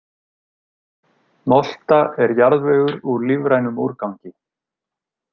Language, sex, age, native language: Icelandic, male, 30-39, Icelandic